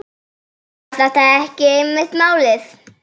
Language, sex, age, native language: Icelandic, female, 7, Icelandic